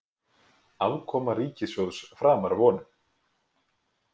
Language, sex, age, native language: Icelandic, male, 20-29, Icelandic